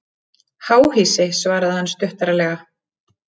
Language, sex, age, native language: Icelandic, female, 30-39, Icelandic